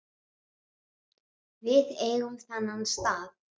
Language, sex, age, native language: Icelandic, female, 7, Icelandic